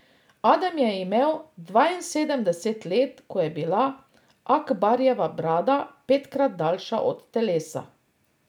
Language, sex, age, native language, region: Slovenian, female, 50-59, Slovenian, Drava region